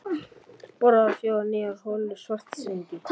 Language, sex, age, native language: Icelandic, male, 11, Icelandic